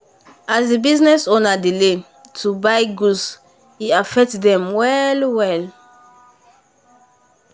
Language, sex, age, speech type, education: Nigerian Pidgin, female, 15-29, spontaneous, secondary